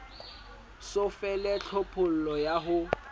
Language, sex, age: Southern Sotho, male, 20